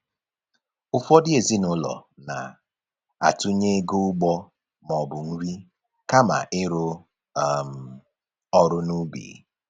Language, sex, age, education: Igbo, male, 15-29, tertiary